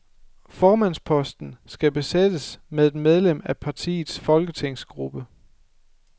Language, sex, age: Danish, male, 24